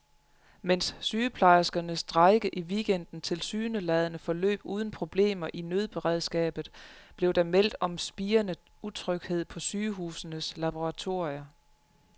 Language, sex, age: Danish, female, 35